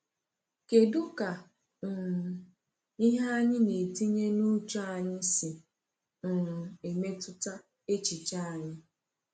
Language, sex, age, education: Igbo, female, 15-29, tertiary